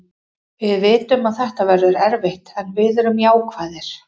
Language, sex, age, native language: Icelandic, female, 30-39, Icelandic